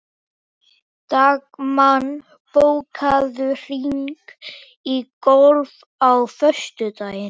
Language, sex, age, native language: Icelandic, male, 18-19, Icelandic